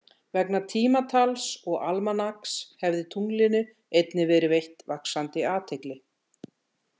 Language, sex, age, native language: Icelandic, female, 60-69, Icelandic